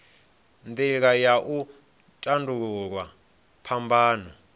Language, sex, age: Venda, male, 26